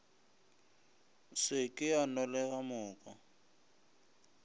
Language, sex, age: Northern Sotho, male, 25